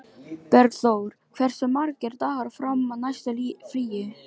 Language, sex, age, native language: Icelandic, other, 13, Filipino